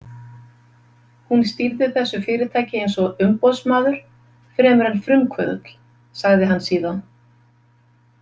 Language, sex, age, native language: Icelandic, female, 50-59, Icelandic